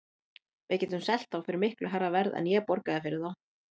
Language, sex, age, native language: Icelandic, female, 30-39, Icelandic